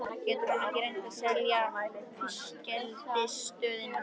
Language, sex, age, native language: Icelandic, female, 13, Icelandic